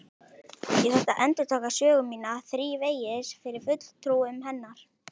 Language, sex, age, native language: Icelandic, male, 11, Icelandic